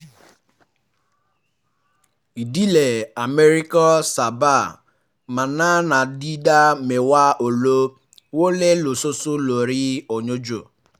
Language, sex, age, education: Yoruba, male, 15-29, tertiary